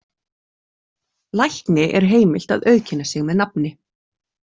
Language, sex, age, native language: Icelandic, female, 40-49, Icelandic